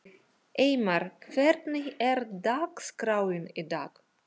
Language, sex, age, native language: Icelandic, female, 40-49, Russian